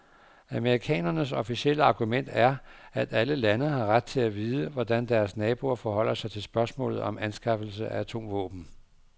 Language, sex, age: Danish, male, 59